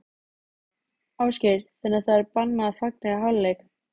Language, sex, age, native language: Icelandic, female, 13, Icelandic